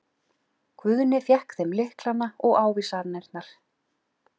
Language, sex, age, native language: Icelandic, male, 11, Icelandic